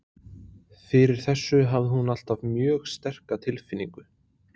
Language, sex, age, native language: Icelandic, male, 20-29, Icelandic